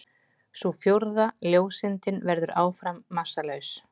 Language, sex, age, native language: Icelandic, female, 40-49, Icelandic